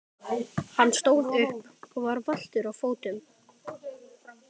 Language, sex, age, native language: Icelandic, male, 12, Icelandic